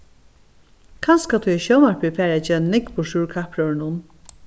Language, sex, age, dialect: Faroese, female, 61+, Norðurstreymoy/Eysturoy